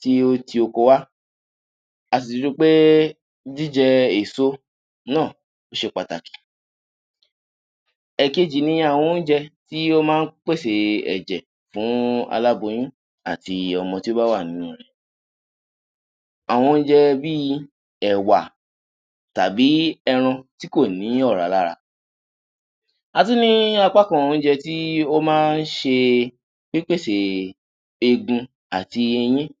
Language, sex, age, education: Yoruba, male, 15-29, tertiary